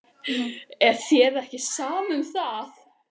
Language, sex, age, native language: Icelandic, other, 12, Icelandic